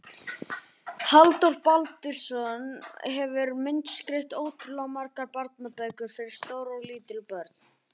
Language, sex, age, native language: Icelandic, male, 18-19, Icelandic